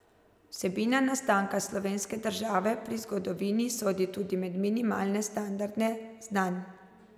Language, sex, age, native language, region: Slovenian, female, 30-49, Slovenian, Zasavska region